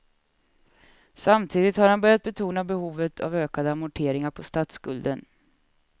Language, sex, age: Swedish, female, 36